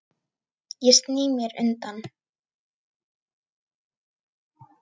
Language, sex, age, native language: Icelandic, female, 9, Icelandic